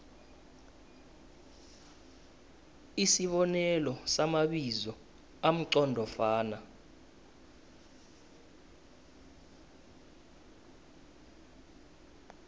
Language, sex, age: South Ndebele, male, 19